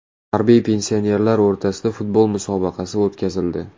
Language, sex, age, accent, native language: Uzbek, male, 18-24, Toshkent shahri, Uzbek